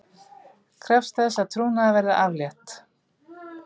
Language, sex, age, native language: Icelandic, female, 50-59, Icelandic